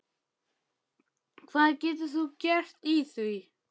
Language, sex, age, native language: Icelandic, male, 12, Icelandic